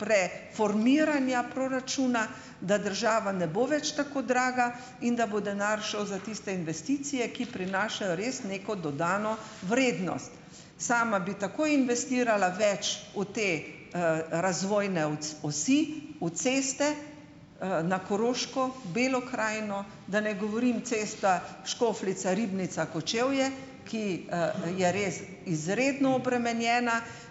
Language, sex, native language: Slovenian, female, Slovenian